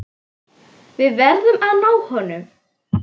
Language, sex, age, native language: Icelandic, female, 9, Icelandic